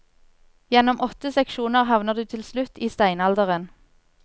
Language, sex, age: Norwegian, female, 24